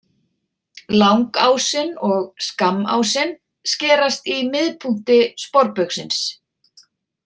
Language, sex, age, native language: Icelandic, female, 40-49, Icelandic